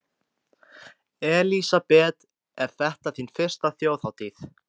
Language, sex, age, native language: Icelandic, male, 14, Icelandic